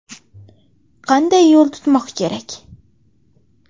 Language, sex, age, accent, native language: Uzbek, female, 25-34, Qashqadaryo, Uzbek